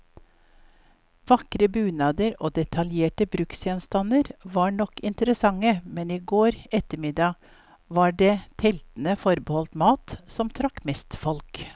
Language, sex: Norwegian, female